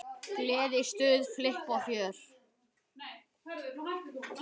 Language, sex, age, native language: Icelandic, male, 10, Icelandic